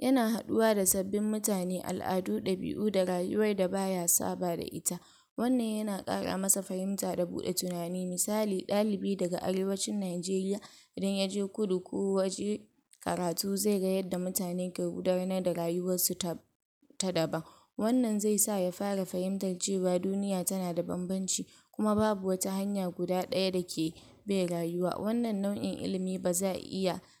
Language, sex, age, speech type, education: Hausa, female, 46-60, spontaneous, tertiary